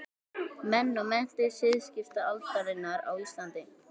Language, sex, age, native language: Icelandic, female, 18-19, Icelandic